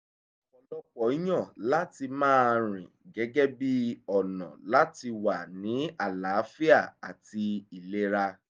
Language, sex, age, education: Yoruba, male, 15-29, tertiary